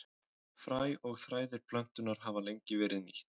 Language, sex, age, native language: Icelandic, male, 20-29, Icelandic